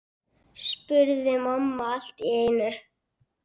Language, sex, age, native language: Icelandic, female, 9, Icelandic